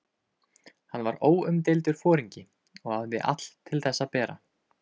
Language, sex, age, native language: Icelandic, male, 20-29, Icelandic